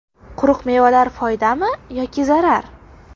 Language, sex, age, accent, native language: Uzbek, female, under 19, Qashqadaryo, Uzbek